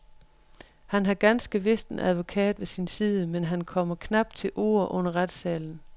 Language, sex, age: Danish, female, 43